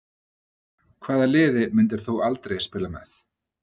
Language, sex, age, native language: Icelandic, male, 30-39, Icelandic